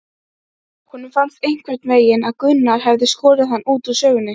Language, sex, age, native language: Icelandic, female, 12, Icelandic